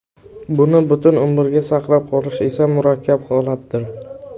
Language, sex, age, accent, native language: Uzbek, male, under 19, Navoiy, Uzbek